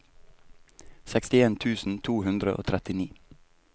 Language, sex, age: Norwegian, male, 22